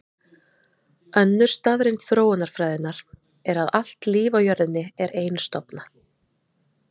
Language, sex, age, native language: Icelandic, female, 30-39, Icelandic